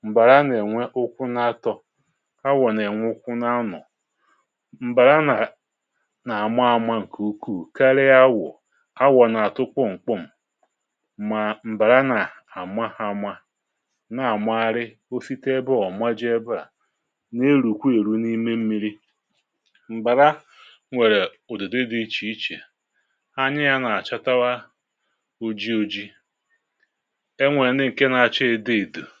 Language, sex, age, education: Igbo, male, 46-60, tertiary